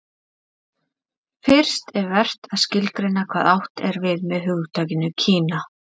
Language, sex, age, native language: Icelandic, female, 30-39, Icelandic